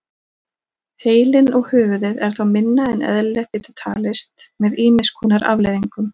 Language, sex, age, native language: Icelandic, female, 40-49, Icelandic